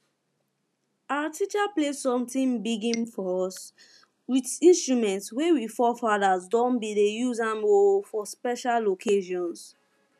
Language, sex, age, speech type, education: Nigerian Pidgin, female, 15-29, spontaneous, secondary